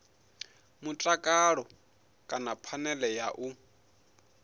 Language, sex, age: Venda, male, 21